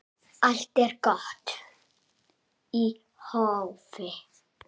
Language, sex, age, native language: Icelandic, male, 7, Icelandic